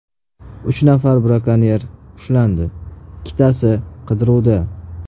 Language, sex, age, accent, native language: Uzbek, male, 18-24, Qashqadaryo, Uzbek